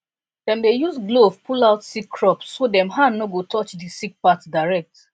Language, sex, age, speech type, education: Nigerian Pidgin, female, 15-29, spontaneous, tertiary